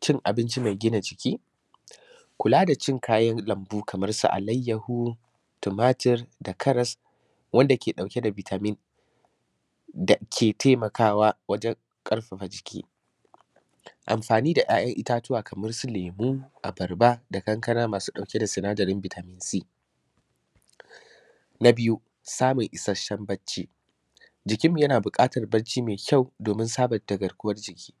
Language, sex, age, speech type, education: Hausa, male, 15-29, spontaneous, secondary